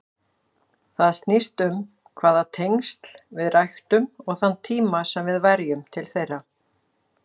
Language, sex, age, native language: Icelandic, female, 40-49, Icelandic